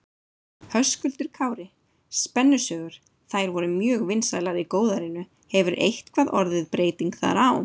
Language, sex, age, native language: Icelandic, female, 30-39, Icelandic